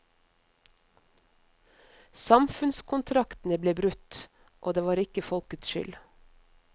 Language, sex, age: Norwegian, female, 50